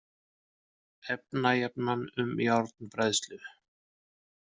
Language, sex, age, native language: Icelandic, male, 50-59, Icelandic